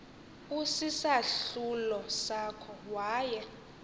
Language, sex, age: Xhosa, female, 22